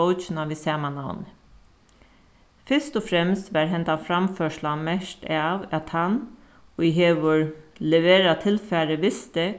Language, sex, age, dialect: Faroese, female, 36-60, Suðuroy